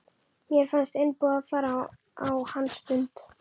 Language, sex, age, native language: Icelandic, female, 11, Icelandic